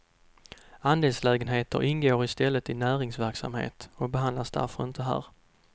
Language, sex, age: Swedish, male, 32